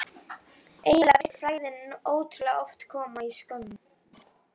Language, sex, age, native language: Icelandic, female, 12, Icelandic